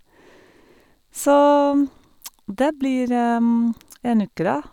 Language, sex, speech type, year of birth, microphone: Norwegian, female, spontaneous, 1971, Sennheiser